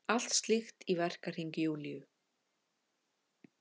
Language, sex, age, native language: Icelandic, female, 50-59, Icelandic